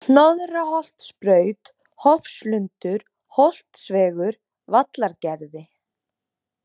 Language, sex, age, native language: Icelandic, female, 20-29, Icelandic